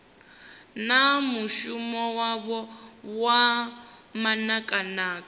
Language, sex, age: Venda, female, 25